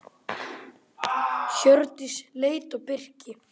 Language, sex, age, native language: Icelandic, male, 8, Icelandic